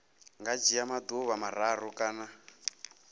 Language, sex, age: Venda, male, 27